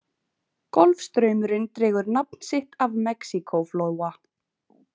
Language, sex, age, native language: Icelandic, female, 20-29, Icelandic